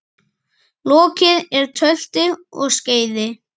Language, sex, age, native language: Icelandic, male, 9, Icelandic